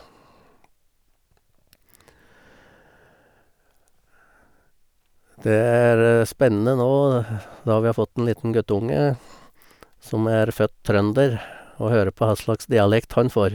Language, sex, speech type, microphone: Norwegian, male, spontaneous, Sennheiser